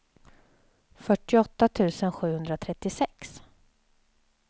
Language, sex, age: Swedish, female, 27